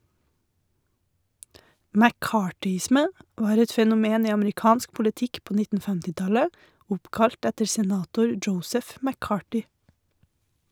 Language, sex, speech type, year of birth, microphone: Norwegian, female, read, 1981, Shure